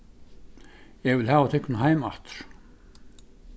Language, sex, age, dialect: Faroese, male, 61+, Suðurstreymoy